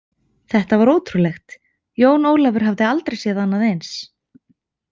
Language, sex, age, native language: Icelandic, female, 20-29, Icelandic